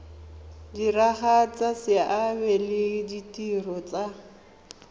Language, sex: Tswana, female